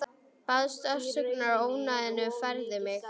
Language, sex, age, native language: Icelandic, female, 11, Icelandic